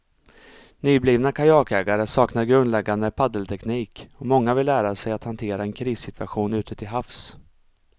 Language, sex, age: Swedish, male, 34